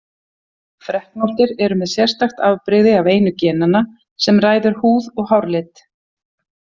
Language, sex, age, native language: Icelandic, female, 50-59, Icelandic